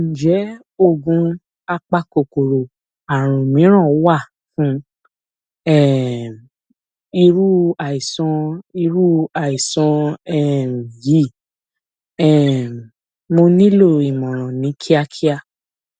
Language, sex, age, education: Yoruba, female, 15-29, tertiary